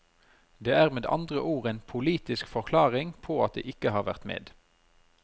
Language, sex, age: Norwegian, male, 33